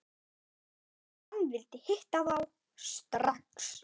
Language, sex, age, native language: Icelandic, male, 9, Icelandic